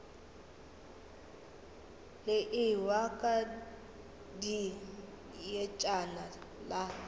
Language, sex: Northern Sotho, female